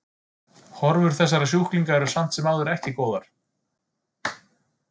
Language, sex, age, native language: Icelandic, male, 30-39, Icelandic